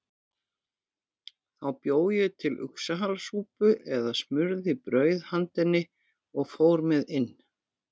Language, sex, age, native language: Icelandic, female, 50-59, Icelandic